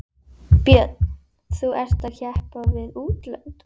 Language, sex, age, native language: Icelandic, female, 11, Icelandic